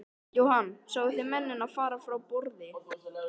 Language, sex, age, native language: Icelandic, male, 13, Icelandic